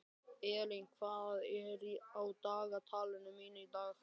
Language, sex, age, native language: Icelandic, male, 12, Icelandic